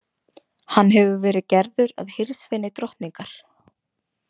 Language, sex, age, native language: Icelandic, female, 20-29, Icelandic